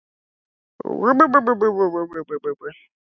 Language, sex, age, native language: Icelandic, male, 11, Icelandic